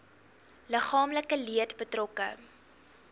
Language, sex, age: Afrikaans, female, 19